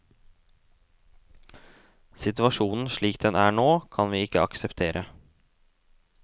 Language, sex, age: Norwegian, male, 18